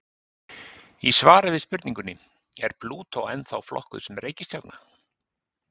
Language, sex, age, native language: Icelandic, male, 50-59, Icelandic